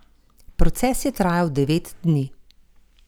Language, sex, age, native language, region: Slovenian, female, 50-59, Slovenian, Gorenjska region